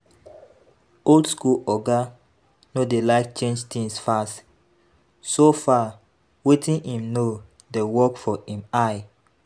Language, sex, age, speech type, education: Nigerian Pidgin, female, 15-29, spontaneous, tertiary